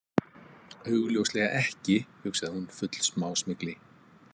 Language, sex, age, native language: Icelandic, male, 50-59, Icelandic